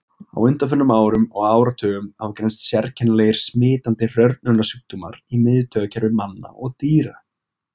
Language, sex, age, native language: Icelandic, male, 20-29, Icelandic